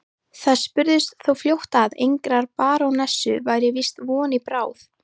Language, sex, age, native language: Icelandic, female, 18-19, Icelandic